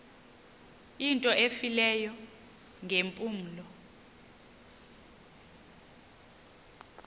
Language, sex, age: Xhosa, female, 30